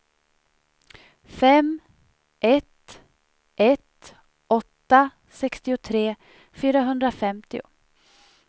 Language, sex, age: Swedish, female, 37